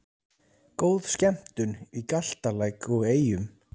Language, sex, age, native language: Icelandic, male, 30-39, Icelandic